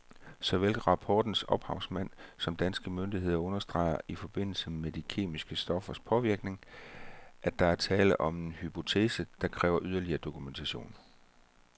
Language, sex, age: Danish, male, 34